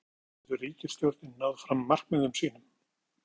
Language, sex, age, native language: Icelandic, male, 50-59, Icelandic